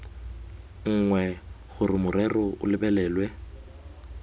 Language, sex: Tswana, male